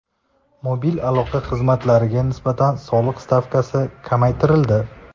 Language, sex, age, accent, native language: Uzbek, male, 19-29, Toshkent shahri, Uzbek